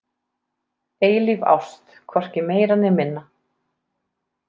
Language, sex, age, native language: Icelandic, female, 30-39, Icelandic